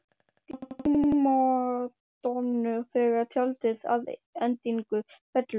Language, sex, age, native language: Icelandic, female, 12, Icelandic